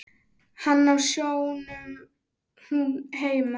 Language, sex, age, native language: Icelandic, female, 10, Icelandic